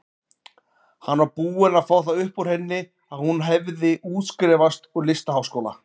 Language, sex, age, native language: Icelandic, male, 40-49, Icelandic